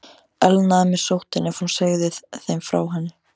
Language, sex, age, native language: Icelandic, male, 14, Icelandic